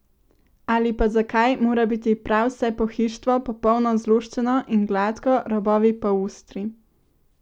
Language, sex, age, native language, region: Slovenian, female, 18-29, Slovenian, Central Slovenia